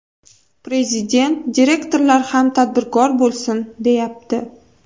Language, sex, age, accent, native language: Uzbek, female, 18-24, Toshkent viloyati, Uzbek